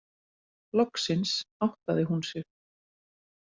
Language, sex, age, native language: Icelandic, female, 40-49, Icelandic